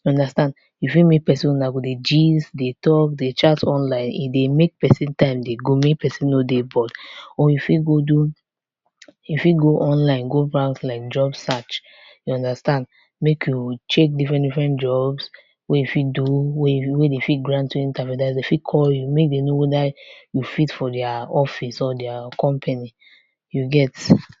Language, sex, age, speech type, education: Nigerian Pidgin, female, 15-29, spontaneous, tertiary